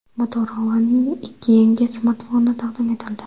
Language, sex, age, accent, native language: Uzbek, female, 18-24, Qashqadaryo, Uzbek